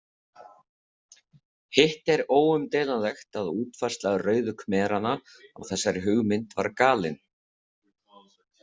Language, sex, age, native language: Icelandic, male, 30-39, Icelandic